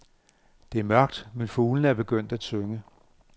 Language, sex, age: Danish, male, 58